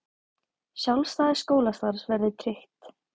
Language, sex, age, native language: Icelandic, female, 18-19, Icelandic